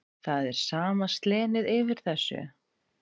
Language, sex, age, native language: Icelandic, female, 30-39, Icelandic